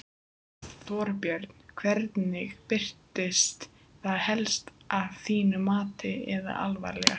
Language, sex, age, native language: Icelandic, female, 15, Icelandic